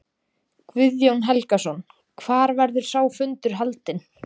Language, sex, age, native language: Icelandic, female, 20-29, Icelandic